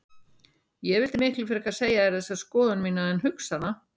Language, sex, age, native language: Icelandic, female, 60-69, Icelandic